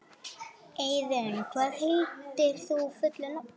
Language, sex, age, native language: Icelandic, female, 18-19, Icelandic